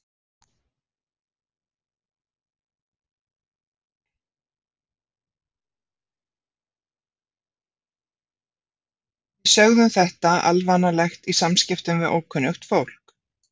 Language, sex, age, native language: Icelandic, female, 50-59, Icelandic